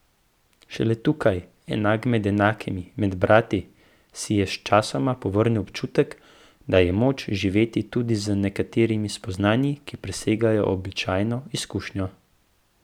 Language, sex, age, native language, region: Slovenian, male, 18-29, Slovenian, Central Slovenia